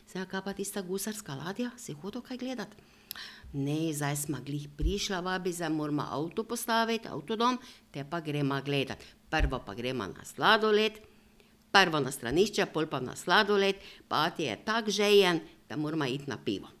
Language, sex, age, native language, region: Slovenian, female, 60+, Slovenian, Drava region